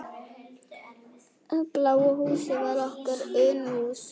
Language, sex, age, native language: Icelandic, female, 9, Icelandic